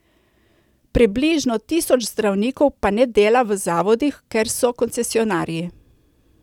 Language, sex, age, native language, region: Slovenian, female, 30-49, Slovenian, Coastal Karst region